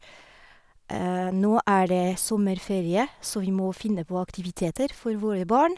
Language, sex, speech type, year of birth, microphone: Norwegian, female, spontaneous, 1971, Sennheiser